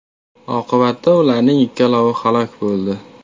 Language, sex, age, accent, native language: Uzbek, male, 18-24, Toshkent viloyati, Uzbek